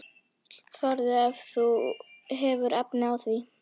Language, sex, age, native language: Icelandic, female, 11, Icelandic